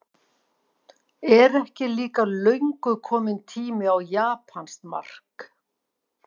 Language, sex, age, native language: Icelandic, female, 50-59, Icelandic